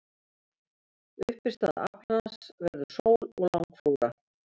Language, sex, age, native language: Icelandic, female, 70-79, Icelandic